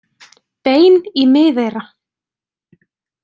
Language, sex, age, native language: Icelandic, female, 20-29, Icelandic